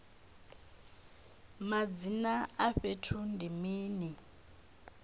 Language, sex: Venda, female